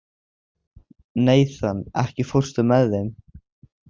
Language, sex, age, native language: Icelandic, male, 16, Icelandic